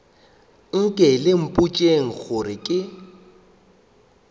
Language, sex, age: Northern Sotho, male, 25